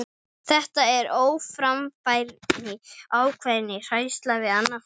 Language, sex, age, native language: Icelandic, male, 12, Icelandic